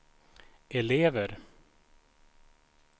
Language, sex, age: Swedish, male, 36